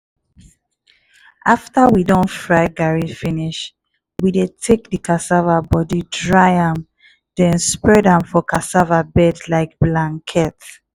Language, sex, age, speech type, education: Nigerian Pidgin, female, 15-29, spontaneous, tertiary